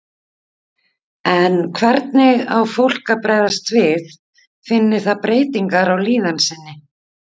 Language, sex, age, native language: Icelandic, female, 50-59, Icelandic